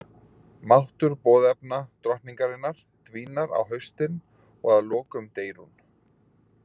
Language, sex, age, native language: Icelandic, male, 40-49, Icelandic